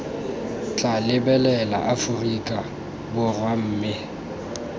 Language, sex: Tswana, male